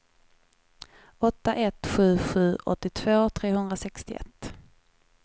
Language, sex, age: Swedish, female, 21